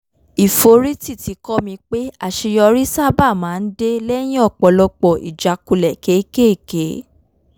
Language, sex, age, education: Yoruba, female, 15-29, tertiary